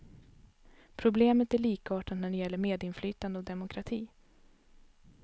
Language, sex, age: Swedish, female, 32